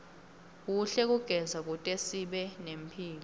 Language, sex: Swati, female